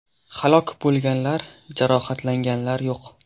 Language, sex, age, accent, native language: Uzbek, male, 18-24, Qashqadaryo, Uzbek